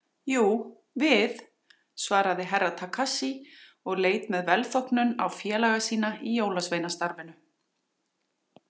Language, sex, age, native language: Icelandic, female, 40-49, Icelandic